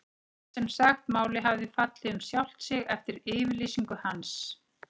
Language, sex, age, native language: Icelandic, female, 40-49, Icelandic